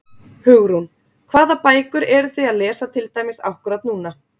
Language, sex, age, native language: Icelandic, female, 30-39, Icelandic